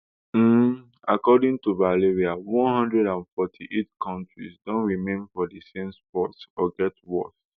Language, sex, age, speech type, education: Nigerian Pidgin, male, 15-29, spontaneous, tertiary